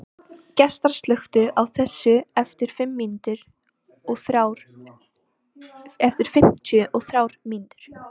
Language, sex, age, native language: Icelandic, female, 18-19, Icelandic